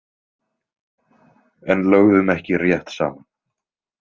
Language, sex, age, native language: Icelandic, male, 20-29, Icelandic